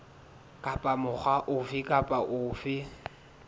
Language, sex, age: Southern Sotho, male, 22